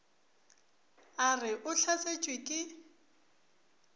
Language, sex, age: Northern Sotho, female, 24